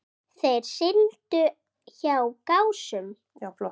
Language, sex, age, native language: Icelandic, female, 8, Icelandic